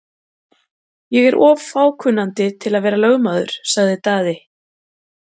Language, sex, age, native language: Icelandic, female, 40-49, Icelandic